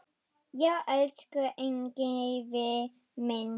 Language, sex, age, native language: Icelandic, female, 10, German